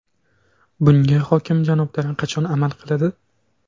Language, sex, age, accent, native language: Uzbek, male, 18-24, Surxondaryo, Uzbek